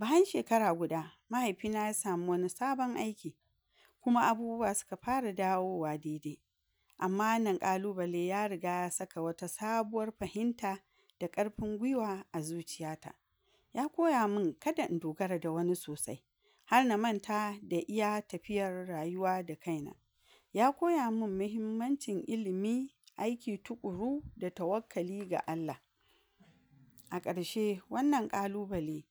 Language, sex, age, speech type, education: Hausa, female, 46-60, spontaneous, tertiary